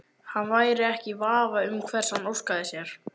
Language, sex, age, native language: Icelandic, male, 11, Icelandic